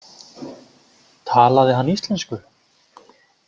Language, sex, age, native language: Icelandic, male, 20-29, Icelandic